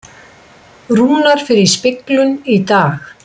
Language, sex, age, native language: Icelandic, female, 60-69, Icelandic